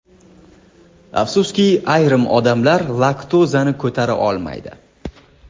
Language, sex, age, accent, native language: Uzbek, male, 25-34, Andijon, Uzbek